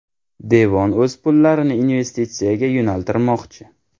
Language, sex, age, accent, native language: Uzbek, male, 18-24, Navoiy, Uzbek